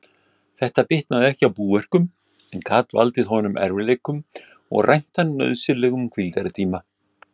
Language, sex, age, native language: Icelandic, male, 60-69, Icelandic